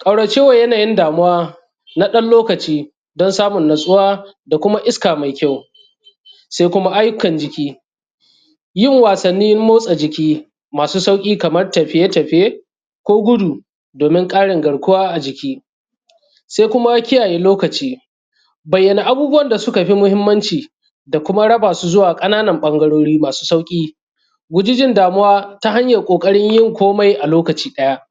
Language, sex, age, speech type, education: Hausa, male, 30-45, spontaneous, secondary